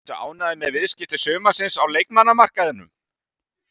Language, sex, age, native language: Icelandic, male, 30-39, Icelandic